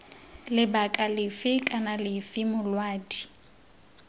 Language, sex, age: Tswana, female, 22